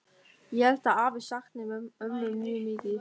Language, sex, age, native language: Icelandic, male, 13, German